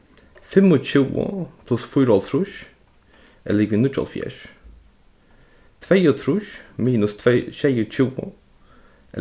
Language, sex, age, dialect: Faroese, male, 15-35, Norðurstreymoy/Eysturoy